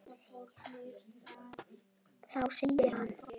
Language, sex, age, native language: Icelandic, male, 10, Icelandic